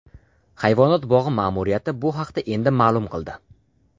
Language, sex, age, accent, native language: Uzbek, male, under 19, Farg'ona, Uzbek